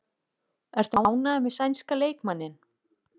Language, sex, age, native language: Icelandic, female, 40-49, Icelandic